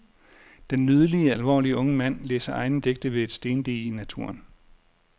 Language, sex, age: Danish, male, 40